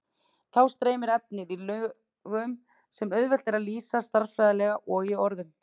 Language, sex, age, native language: Icelandic, female, 30-39, Icelandic